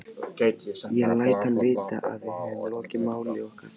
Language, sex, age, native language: Icelandic, male, 15, Icelandic